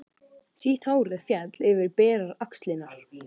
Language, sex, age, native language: Icelandic, male, 12, Icelandic